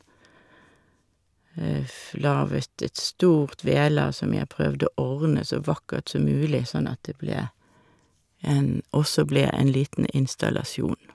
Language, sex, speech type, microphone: Norwegian, female, spontaneous, Shure